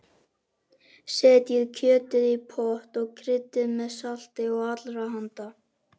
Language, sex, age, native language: Icelandic, male, 11, Icelandic